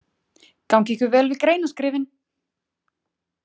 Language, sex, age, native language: Icelandic, female, 20-29, Icelandic